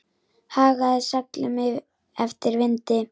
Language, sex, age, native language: Icelandic, female, 10, Icelandic